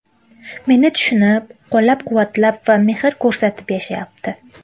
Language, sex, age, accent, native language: Uzbek, female, 18-24, Qashqadaryo, Uzbek